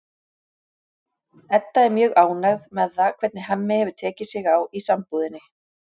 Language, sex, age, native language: Icelandic, female, 40-49, Icelandic